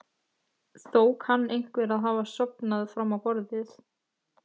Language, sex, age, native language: Icelandic, female, 14, Icelandic